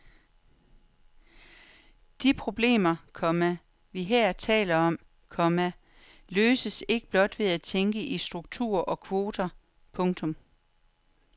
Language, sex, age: Danish, female, 43